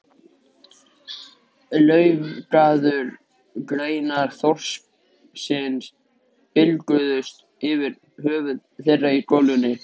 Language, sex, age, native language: Icelandic, male, 13, Icelandic